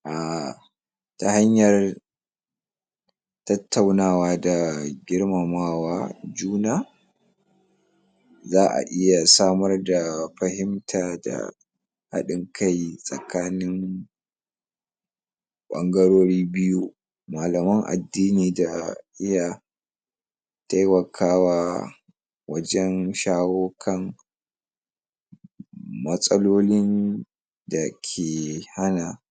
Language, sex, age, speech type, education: Hausa, male, 46-60, spontaneous, tertiary